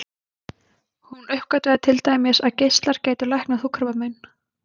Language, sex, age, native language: Icelandic, female, 20-29, Icelandic